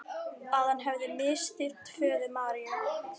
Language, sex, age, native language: Icelandic, female, 12, Icelandic